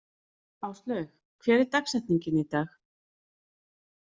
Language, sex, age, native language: Icelandic, female, 30-39, Icelandic